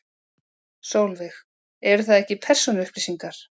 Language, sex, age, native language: Icelandic, female, 40-49, Icelandic